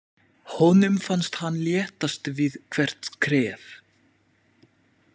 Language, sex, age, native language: Icelandic, male, 20-29, French